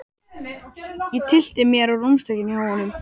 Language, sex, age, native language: Icelandic, male, 12, Icelandic